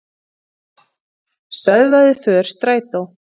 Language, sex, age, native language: Icelandic, female, 40-49, Icelandic